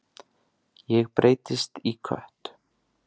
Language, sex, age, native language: Icelandic, male, 30-39, Icelandic